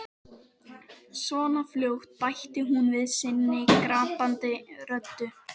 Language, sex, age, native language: Icelandic, other, 12, Icelandic